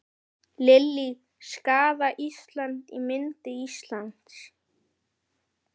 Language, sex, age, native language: Icelandic, female, 9, Icelandic